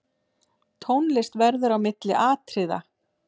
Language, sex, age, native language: Icelandic, female, 7, Icelandic